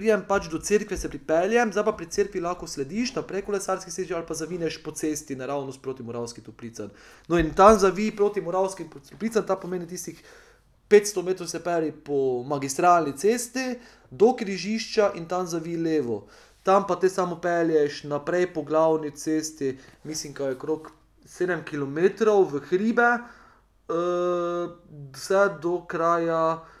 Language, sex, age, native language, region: Slovenian, male, 30-49, Slovenian, Pomurje region